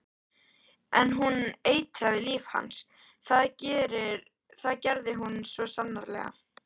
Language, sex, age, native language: Icelandic, female, 13, Icelandic